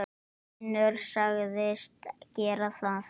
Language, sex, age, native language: Icelandic, male, 9, Icelandic